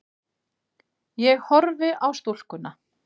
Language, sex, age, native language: Icelandic, female, 30-39, Icelandic